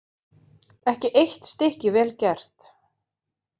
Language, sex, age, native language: Icelandic, female, 40-49, Icelandic